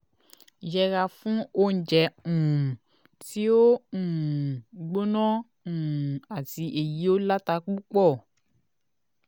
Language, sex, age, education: Yoruba, female, 15-29, tertiary